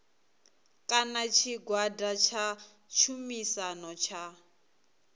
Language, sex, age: Venda, female, 22